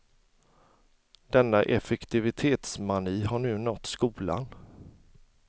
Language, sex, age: Swedish, male, 40